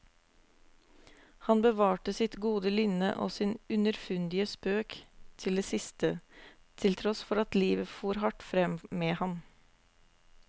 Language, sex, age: Norwegian, female, 24